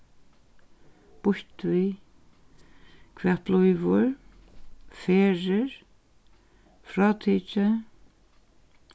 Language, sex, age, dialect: Faroese, female, 61+, Suðurstreymoy